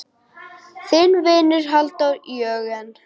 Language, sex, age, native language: Icelandic, female, 9, Icelandic